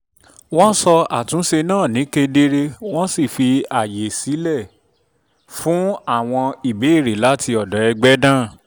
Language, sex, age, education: Yoruba, male, 30-45, tertiary